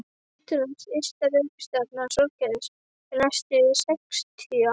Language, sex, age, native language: Icelandic, female, 12, Icelandic